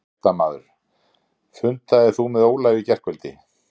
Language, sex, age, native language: Icelandic, male, 50-59, Icelandic